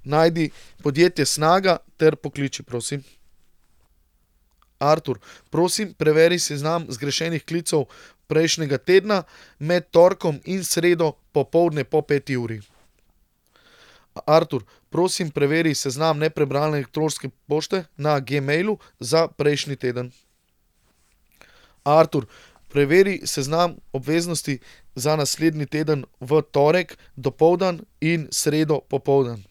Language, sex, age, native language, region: Slovenian, male, 30-49, Slovenian, Central Slovenia